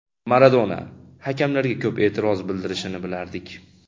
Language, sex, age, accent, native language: Uzbek, male, 25-34, Andijon, Uzbek